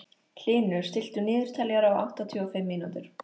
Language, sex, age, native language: Icelandic, female, 13, Icelandic